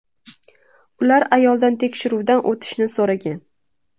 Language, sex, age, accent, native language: Uzbek, female, 19-29, Toshkent shahri, Uzbek